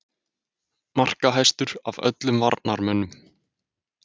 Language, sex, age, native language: Icelandic, male, 20-29, Icelandic